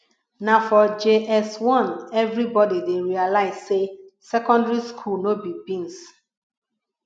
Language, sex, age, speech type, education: Nigerian Pidgin, female, 30-45, spontaneous, tertiary